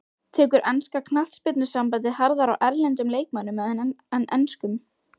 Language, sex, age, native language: Icelandic, female, 12, Icelandic